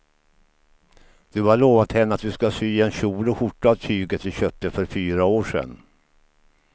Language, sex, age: Swedish, male, 53